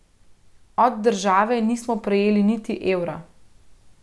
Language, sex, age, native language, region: Slovenian, female, 30-49, Slovenian, Central Slovenia